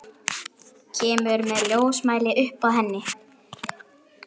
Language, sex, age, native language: Icelandic, male, 11, Icelandic